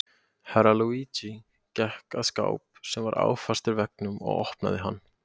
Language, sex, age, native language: Icelandic, male, 18-19, Icelandic